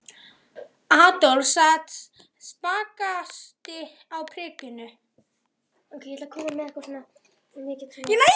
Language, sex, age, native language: Icelandic, male, 11, Icelandic